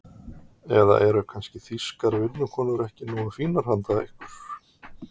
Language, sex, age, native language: Icelandic, male, 50-59, Icelandic